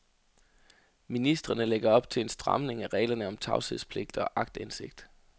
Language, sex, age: Danish, male, 33